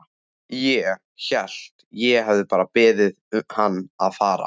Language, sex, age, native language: Icelandic, male, 14, Icelandic